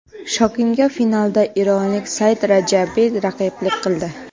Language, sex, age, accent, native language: Uzbek, female, 18-24, Qoraqalpog'iston, Karakalpak